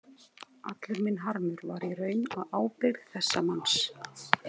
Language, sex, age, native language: Icelandic, female, 30-39, Icelandic